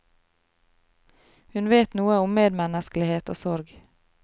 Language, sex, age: Norwegian, female, 33